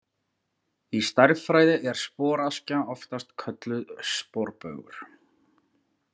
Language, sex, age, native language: Icelandic, male, 40-49, Icelandic